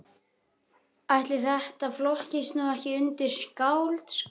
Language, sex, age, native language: Icelandic, male, 11, Icelandic